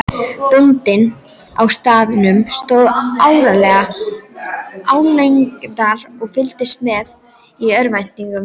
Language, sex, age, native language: Icelandic, female, 12, Icelandic